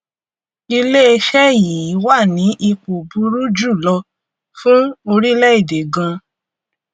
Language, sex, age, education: Yoruba, female, 30-45, tertiary